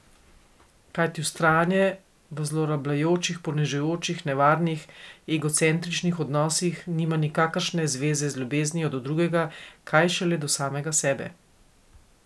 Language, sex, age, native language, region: Slovenian, female, 50-59, Slovenian, Coastal Karst region